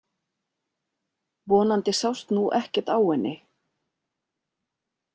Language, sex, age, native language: Icelandic, female, 40-49, Icelandic